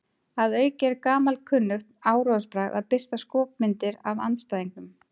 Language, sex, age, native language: Icelandic, female, 30-39, Icelandic